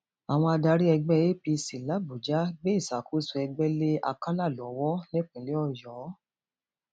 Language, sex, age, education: Yoruba, female, 46-60, tertiary